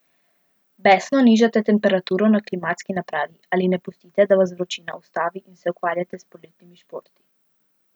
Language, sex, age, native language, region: Slovenian, female, 12-17, Slovenian, Central Slovenia